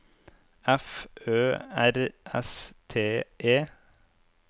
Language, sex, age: Norwegian, male, 25